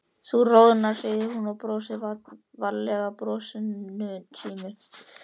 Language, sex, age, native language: Icelandic, male, 13, Icelandic